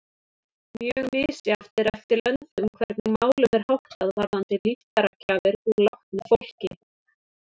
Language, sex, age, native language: Icelandic, female, 30-39, Icelandic